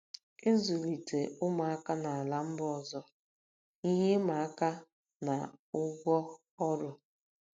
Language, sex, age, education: Igbo, female, 30-45, tertiary